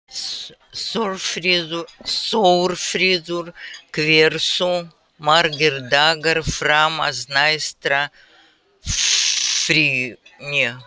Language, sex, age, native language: Icelandic, female, 80-89, Russian